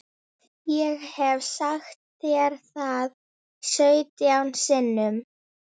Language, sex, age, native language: Icelandic, female, 11, Icelandic